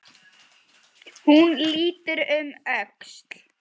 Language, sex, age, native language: Icelandic, female, 10, Icelandic